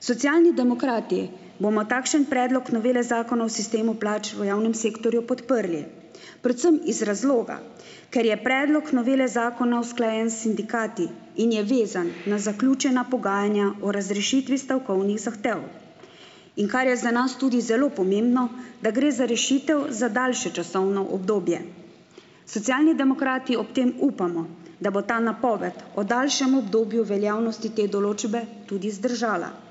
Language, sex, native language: Slovenian, female, Slovenian